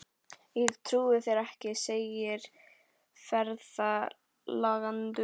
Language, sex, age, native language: Icelandic, female, 11, Icelandic